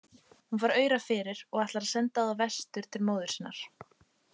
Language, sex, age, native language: Icelandic, female, 18-19, Icelandic